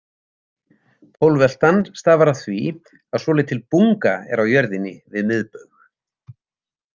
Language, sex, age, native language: Icelandic, male, 70-79, Icelandic